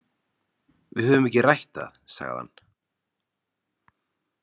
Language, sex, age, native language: Icelandic, male, 30-39, Icelandic